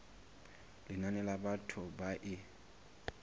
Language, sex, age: Southern Sotho, male, 19